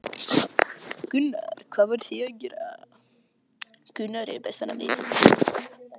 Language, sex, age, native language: Icelandic, male, 11, Icelandic